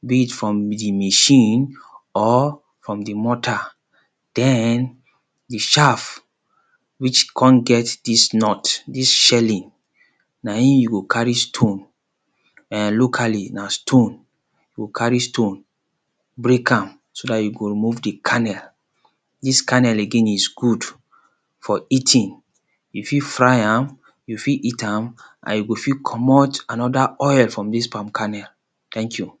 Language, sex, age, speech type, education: Nigerian Pidgin, male, 30-45, spontaneous, secondary